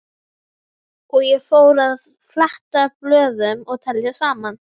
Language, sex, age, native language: Icelandic, female, 11, Icelandic